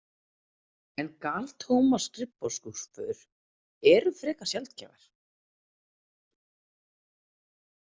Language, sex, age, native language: Icelandic, female, 30-39, Icelandic